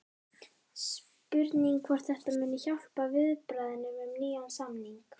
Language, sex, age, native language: Icelandic, female, 12, Icelandic